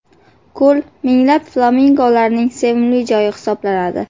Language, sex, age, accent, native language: Uzbek, female, 18-24, Qashqadaryo, Uzbek